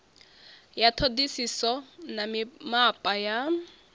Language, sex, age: Venda, female, 21